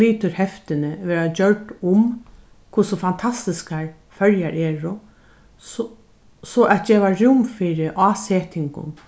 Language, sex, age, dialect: Faroese, female, 61+, Norðurstreymoy/Eysturoy